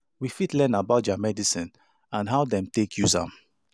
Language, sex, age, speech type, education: Nigerian Pidgin, male, 30-45, spontaneous, tertiary